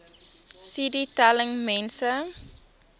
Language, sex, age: Afrikaans, female, 23